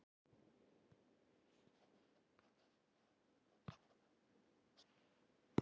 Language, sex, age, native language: Icelandic, female, 60-69, Icelandic